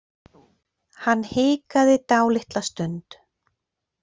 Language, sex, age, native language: Icelandic, female, 40-49, Icelandic